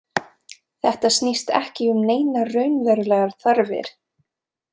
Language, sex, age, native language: Icelandic, female, 20-29, Serbo-Croatian